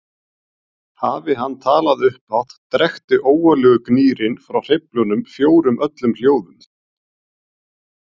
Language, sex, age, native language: Icelandic, male, 40-49, Icelandic